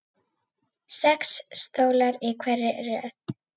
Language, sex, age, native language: Icelandic, female, 9, Icelandic